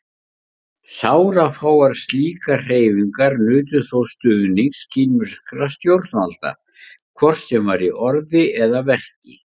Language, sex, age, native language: Icelandic, male, 50-59, Icelandic